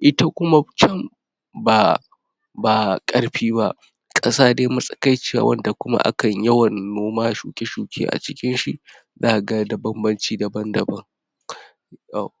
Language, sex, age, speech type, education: Hausa, male, 46-60, spontaneous, tertiary